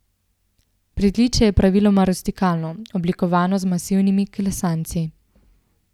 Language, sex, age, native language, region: Slovenian, female, 18-29, Slovenian, Central Slovenia